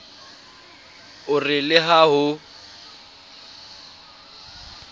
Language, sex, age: Southern Sotho, male, 30